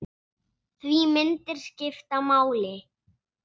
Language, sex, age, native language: Icelandic, male, 6, Icelandic